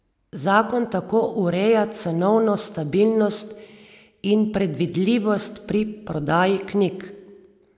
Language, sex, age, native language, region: Slovenian, female, 30-49, Slovenian, Savinja region